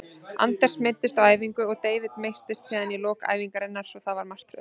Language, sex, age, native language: Icelandic, female, 30-39, Icelandic